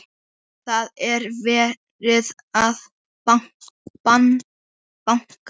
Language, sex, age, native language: Icelandic, male, 8, Icelandic